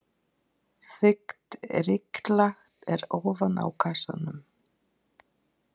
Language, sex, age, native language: Icelandic, female, 30-39, Polish